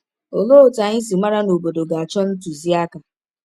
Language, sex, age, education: Igbo, female, 15-29, tertiary